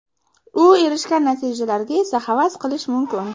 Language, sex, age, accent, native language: Uzbek, female, under 19, Namangan, Uzbek